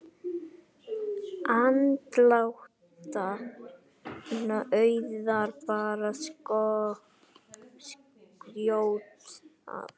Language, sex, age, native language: Icelandic, male, 9, Icelandic